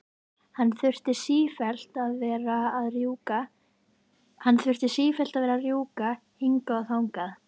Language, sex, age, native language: Icelandic, female, 11, Icelandic